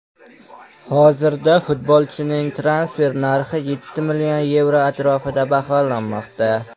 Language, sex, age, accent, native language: Uzbek, male, under 19, Qashqadaryo, Uzbek